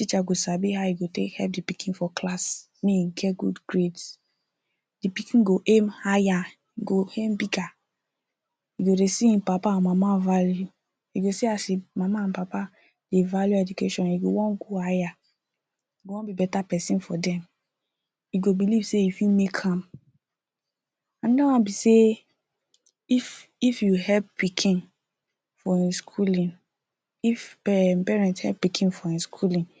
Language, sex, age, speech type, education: Nigerian Pidgin, female, 30-45, spontaneous, tertiary